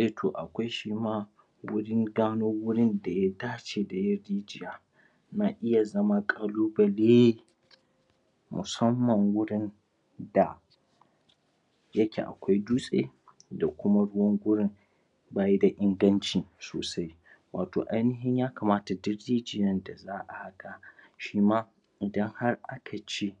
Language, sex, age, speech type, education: Hausa, male, 30-45, spontaneous, tertiary